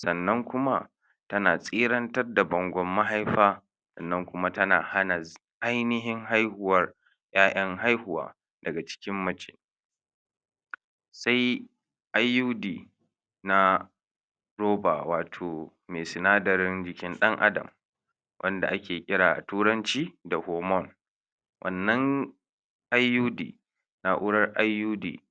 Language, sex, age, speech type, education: Hausa, male, 60+, spontaneous, tertiary